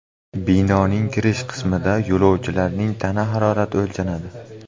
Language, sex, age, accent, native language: Uzbek, male, 18-24, Namangan, Uzbek